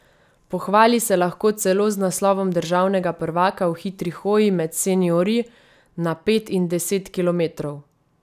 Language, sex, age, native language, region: Slovenian, female, 30-49, Slovenian, Savinja region